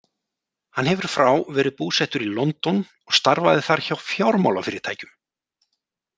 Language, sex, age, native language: Icelandic, male, 40-49, Icelandic